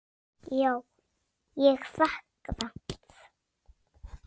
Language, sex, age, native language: Icelandic, female, 6, Icelandic